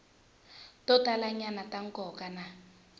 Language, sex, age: Tsonga, female, 20